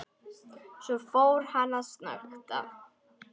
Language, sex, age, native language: Icelandic, female, 10, Icelandic